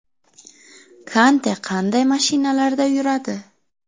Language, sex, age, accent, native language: Uzbek, female, 12-17, Samarqand, Uzbek